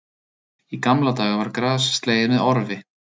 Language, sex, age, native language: Icelandic, male, 30-39, Icelandic